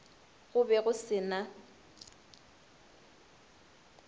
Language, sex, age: Northern Sotho, female, 23